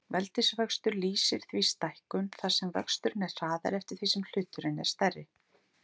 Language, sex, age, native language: Icelandic, female, 40-49, Icelandic